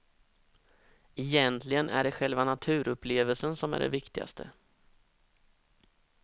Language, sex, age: Swedish, male, 32